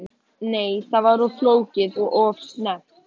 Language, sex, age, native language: Icelandic, female, 14, Icelandic